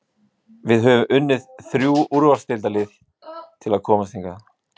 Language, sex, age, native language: Icelandic, male, 20-29, Icelandic